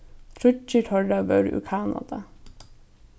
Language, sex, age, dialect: Faroese, female, 15-35, Norðurstreymoy/Eysturoy